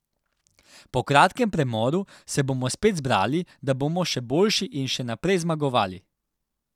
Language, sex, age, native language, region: Slovenian, male, 18-29, Slovenian, Central Slovenia